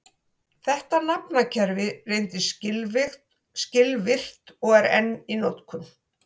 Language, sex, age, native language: Icelandic, female, 60-69, Icelandic